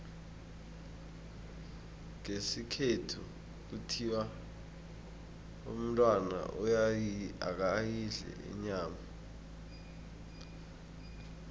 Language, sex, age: South Ndebele, male, 20